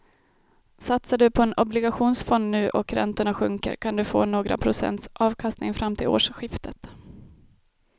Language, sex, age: Swedish, female, 32